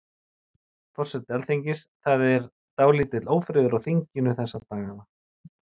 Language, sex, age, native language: Icelandic, male, 40-49, Icelandic